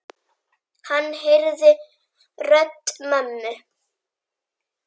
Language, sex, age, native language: Icelandic, female, 9, Icelandic